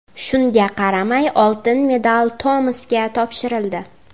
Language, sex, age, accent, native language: Uzbek, female, 18-24, Navoiy, Uzbek